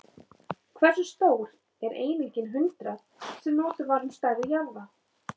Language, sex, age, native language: Icelandic, female, 30-39, Icelandic